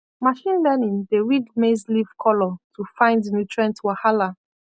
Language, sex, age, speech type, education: Nigerian Pidgin, female, 15-29, spontaneous, tertiary